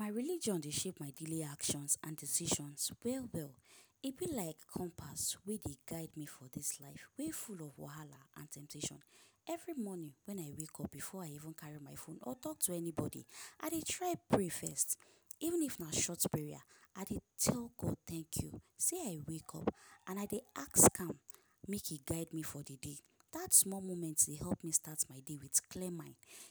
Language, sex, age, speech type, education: Nigerian Pidgin, female, 15-29, spontaneous, tertiary